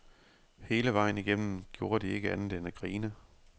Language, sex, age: Danish, male, 30